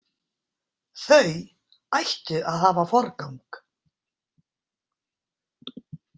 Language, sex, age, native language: Icelandic, female, 60-69, Icelandic